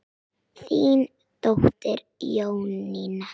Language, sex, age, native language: Icelandic, female, 9, Icelandic